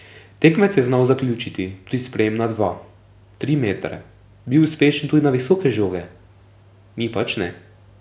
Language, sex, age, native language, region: Slovenian, male, 18-29, Slovenian, Drava region